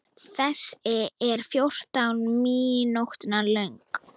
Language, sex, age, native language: Icelandic, female, 9, Icelandic